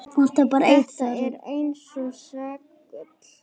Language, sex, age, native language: Icelandic, female, 9, Icelandic